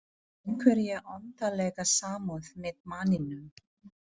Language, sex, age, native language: Icelandic, female, 40-49, Filipino